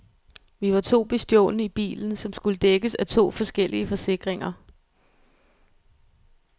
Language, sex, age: Danish, female, 24